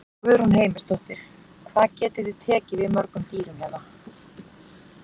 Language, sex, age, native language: Icelandic, female, 40-49, Icelandic